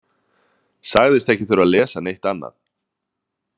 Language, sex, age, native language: Icelandic, male, 30-39, Icelandic